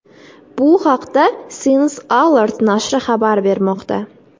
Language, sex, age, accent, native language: Uzbek, female, 18-24, Jizzax, Uzbek